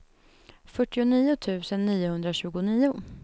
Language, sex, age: Swedish, female, 21